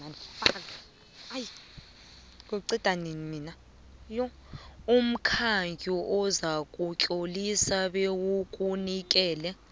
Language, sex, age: South Ndebele, female, 22